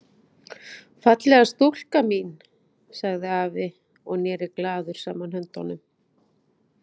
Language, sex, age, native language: Icelandic, female, 40-49, Icelandic